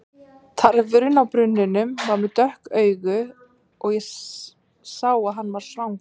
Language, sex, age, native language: Icelandic, female, 30-39, Icelandic